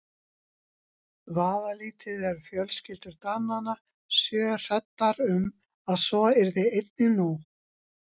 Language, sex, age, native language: Icelandic, female, 60-69, Icelandic